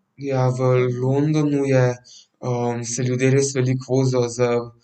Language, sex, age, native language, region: Slovenian, male, 12-17, Slovenian, Central Slovenia